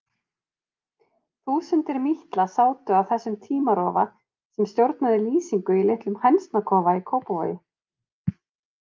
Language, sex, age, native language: Icelandic, female, 30-39, Icelandic